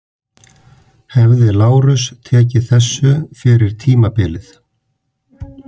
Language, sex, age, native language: Icelandic, male, 50-59, Icelandic